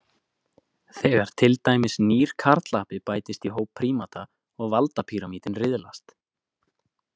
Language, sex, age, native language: Icelandic, male, 20-29, Icelandic